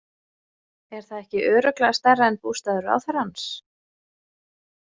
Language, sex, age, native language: Icelandic, female, 20-29, Icelandic